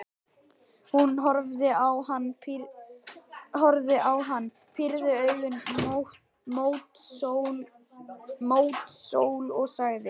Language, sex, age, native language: Icelandic, male, 11, Icelandic